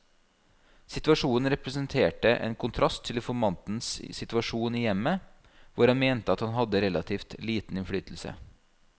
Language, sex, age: Norwegian, male, 32